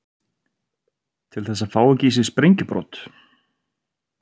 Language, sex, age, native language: Icelandic, male, 30-39, Icelandic